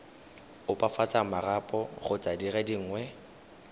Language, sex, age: Tswana, male, 19